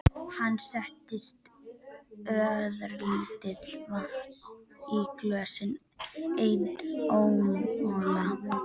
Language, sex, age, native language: Icelandic, female, 11, Icelandic